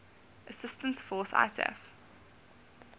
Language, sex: English, female